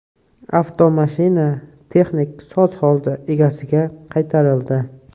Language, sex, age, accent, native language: Uzbek, male, 18-24, Toshkent viloyati, Uzbek